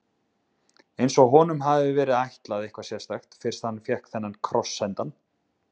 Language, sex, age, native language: Icelandic, male, 20-29, Icelandic